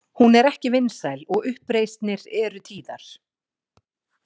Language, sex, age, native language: Icelandic, female, 40-49, Icelandic